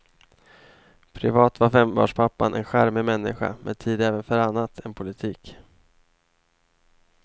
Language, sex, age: Swedish, male, 28